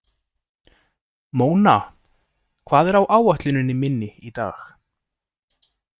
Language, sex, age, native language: Icelandic, male, 30-39, Icelandic